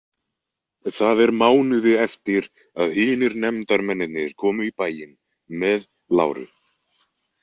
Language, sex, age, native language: Icelandic, male, 20-29, Icelandic